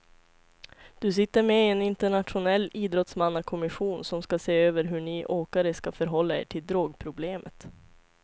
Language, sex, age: Swedish, female, 25